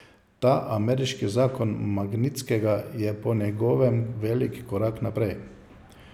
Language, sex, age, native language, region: Slovenian, male, 50-59, Slovenian, Savinja region